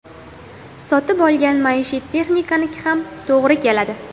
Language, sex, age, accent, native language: Uzbek, female, under 19, Qashqadaryo, Uzbek